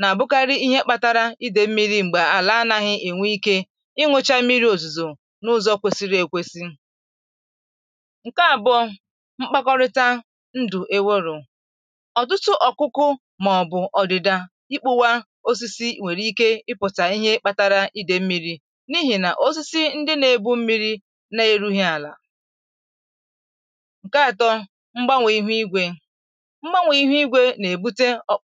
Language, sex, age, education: Igbo, female, 15-29, tertiary